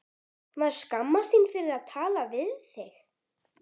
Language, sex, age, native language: Icelandic, female, 12, Icelandic